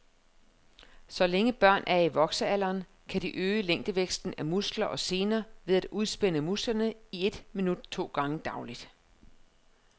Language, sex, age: Danish, female, 31